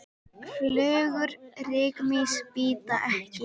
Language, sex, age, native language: Icelandic, female, 10, Icelandic